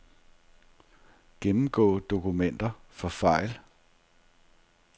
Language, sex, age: Danish, male, 42